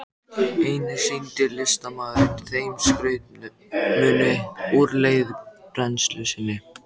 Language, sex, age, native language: Icelandic, male, 14, Icelandic